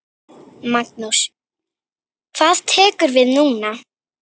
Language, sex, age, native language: Icelandic, female, 9, Icelandic